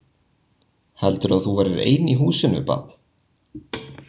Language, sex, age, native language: Icelandic, male, 20-29, Icelandic